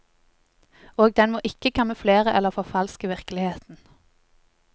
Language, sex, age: Norwegian, female, 20